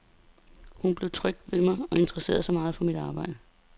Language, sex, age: Danish, female, 32